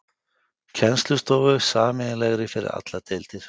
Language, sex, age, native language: Icelandic, male, 50-59, Icelandic